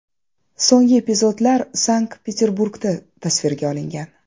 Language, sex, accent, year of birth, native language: Uzbek, female, Toshkent shahri, 1994, Uzbek